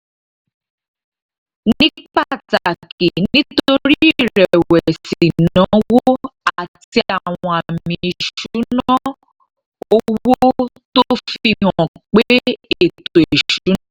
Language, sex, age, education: Yoruba, female, 30-45, tertiary